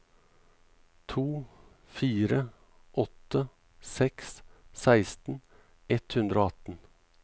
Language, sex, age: Norwegian, male, 38